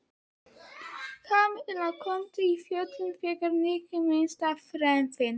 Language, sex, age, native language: Icelandic, male, 11, Icelandic